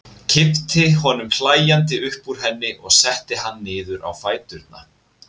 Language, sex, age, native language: Icelandic, male, 20-29, Icelandic